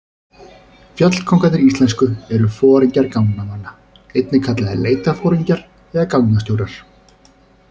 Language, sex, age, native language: Icelandic, male, 30-39, Icelandic